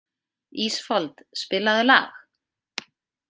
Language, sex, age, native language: Icelandic, female, 50-59, Icelandic